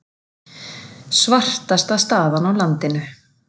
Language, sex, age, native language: Icelandic, female, 40-49, Icelandic